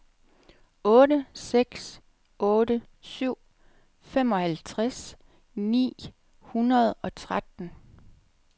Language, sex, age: Danish, female, 37